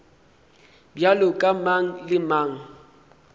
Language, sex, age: Northern Sotho, male, 23